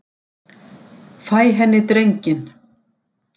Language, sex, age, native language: Icelandic, female, 60-69, Icelandic